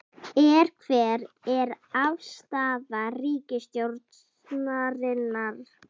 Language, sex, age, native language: Icelandic, female, 11, Icelandic